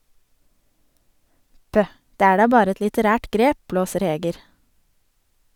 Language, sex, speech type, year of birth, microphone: Norwegian, female, read, 1987, Sennheiser